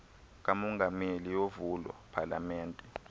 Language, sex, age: Xhosa, male, 23